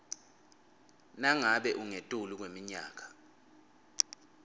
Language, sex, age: Swati, male, 23